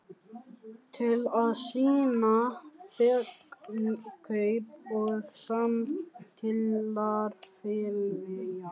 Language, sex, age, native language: Icelandic, male, 14, Icelandic